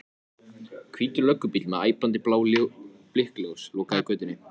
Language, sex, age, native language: Icelandic, male, 14, Icelandic